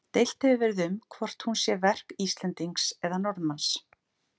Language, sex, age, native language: Icelandic, female, 40-49, Icelandic